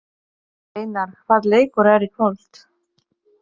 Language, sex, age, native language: Icelandic, female, 30-39, Polish